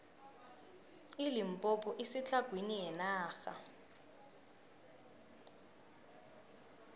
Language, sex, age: South Ndebele, female, 19